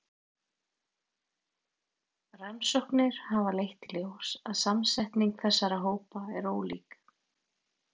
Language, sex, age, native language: Icelandic, female, 40-49, Icelandic